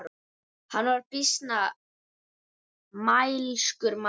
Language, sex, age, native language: Icelandic, male, 9, Icelandic